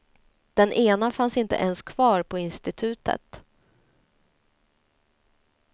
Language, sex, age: Swedish, female, 30